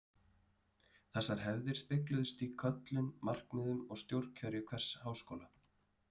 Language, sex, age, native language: Icelandic, male, 30-39, Icelandic